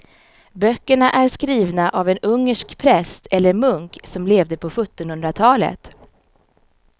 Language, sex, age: Swedish, female, 34